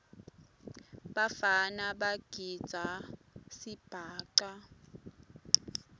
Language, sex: Swati, female